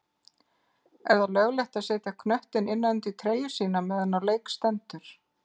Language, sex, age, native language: Icelandic, female, 50-59, Icelandic